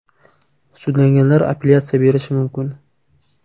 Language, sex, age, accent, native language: Uzbek, male, 18-24, Toshkent viloyati, Uzbek